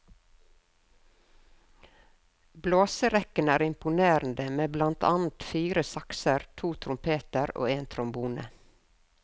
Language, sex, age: Norwegian, female, 52